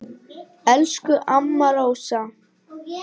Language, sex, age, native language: Icelandic, female, 9, Icelandic